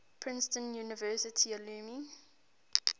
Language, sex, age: English, female, 18